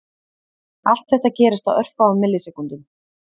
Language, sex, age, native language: Icelandic, female, 30-39, Icelandic